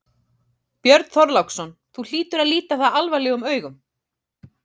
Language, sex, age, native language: Icelandic, female, 30-39, Icelandic